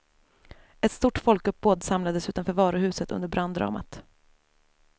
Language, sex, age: Swedish, female, 28